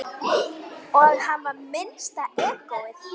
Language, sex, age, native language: Icelandic, female, 9, Icelandic